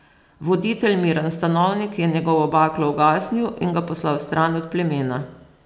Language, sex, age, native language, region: Slovenian, female, 50-59, Slovenian, Posavska region